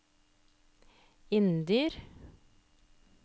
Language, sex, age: Norwegian, female, 30